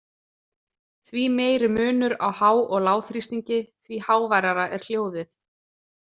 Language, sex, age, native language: Icelandic, female, 20-29, Icelandic